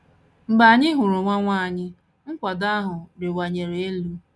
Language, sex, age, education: Igbo, female, 30-45, tertiary